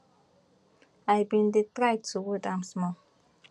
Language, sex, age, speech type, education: Nigerian Pidgin, female, 15-29, spontaneous, tertiary